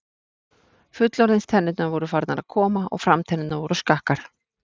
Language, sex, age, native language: Icelandic, female, 40-49, Icelandic